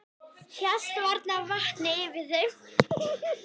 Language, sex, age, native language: Icelandic, female, 9, Icelandic